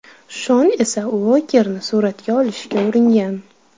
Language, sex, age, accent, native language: Uzbek, female, 18-24, Qashqadaryo, Uzbek